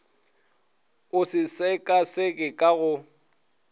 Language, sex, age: Northern Sotho, male, 22